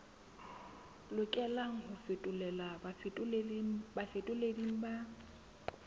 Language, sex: Southern Sotho, female